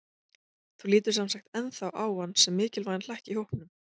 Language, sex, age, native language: Icelandic, female, 20-29, Icelandic